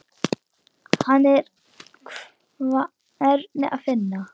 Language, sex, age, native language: Icelandic, female, 9, Icelandic